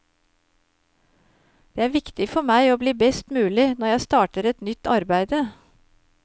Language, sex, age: Norwegian, female, 53